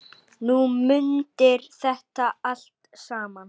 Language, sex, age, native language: Icelandic, male, 8, Icelandic